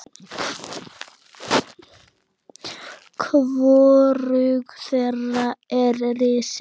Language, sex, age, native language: Icelandic, female, 9, Icelandic